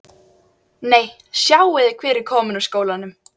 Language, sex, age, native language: Icelandic, female, 12, Icelandic